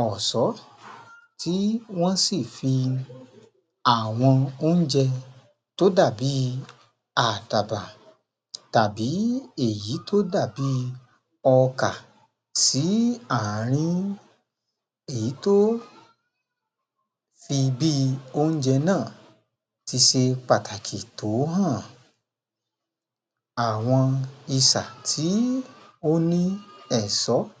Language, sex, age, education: Yoruba, male, 30-45, tertiary